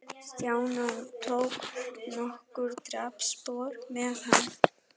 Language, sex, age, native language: Icelandic, female, 11, German